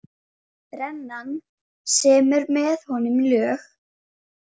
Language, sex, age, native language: Icelandic, female, 10, Icelandic